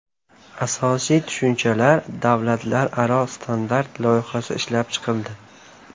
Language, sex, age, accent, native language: Uzbek, male, 18-24, Namangan, Uzbek